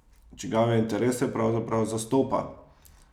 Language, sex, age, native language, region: Slovenian, male, 30-49, Slovenian, Savinja region